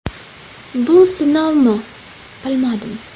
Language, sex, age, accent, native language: Uzbek, female, 18-24, Andijon, Uzbek